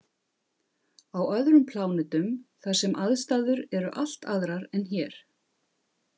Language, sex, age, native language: Icelandic, female, 50-59, Icelandic